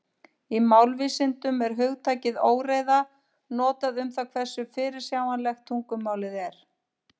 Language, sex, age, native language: Icelandic, female, 50-59, Icelandic